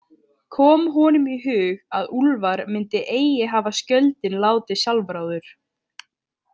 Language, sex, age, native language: Icelandic, female, 18-19, Icelandic